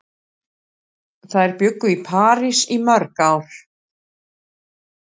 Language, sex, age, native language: Icelandic, female, 60-69, Icelandic